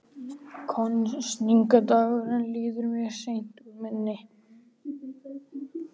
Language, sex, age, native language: Icelandic, female, 12, Icelandic